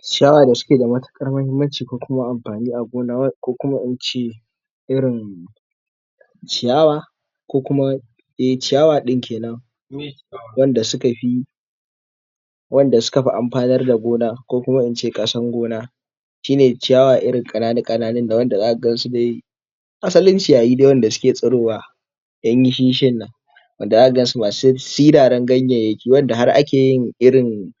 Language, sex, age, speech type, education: Hausa, male, 46-60, spontaneous, tertiary